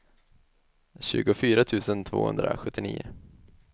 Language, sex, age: Swedish, male, 21